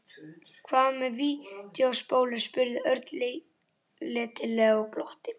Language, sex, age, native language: Icelandic, male, 11, Icelandic